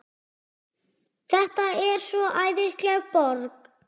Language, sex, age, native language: Icelandic, male, 6, Icelandic